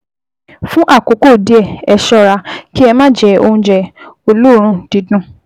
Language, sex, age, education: Yoruba, female, 15-29, tertiary